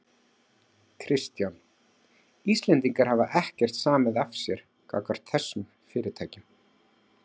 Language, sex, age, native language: Icelandic, male, 40-49, Icelandic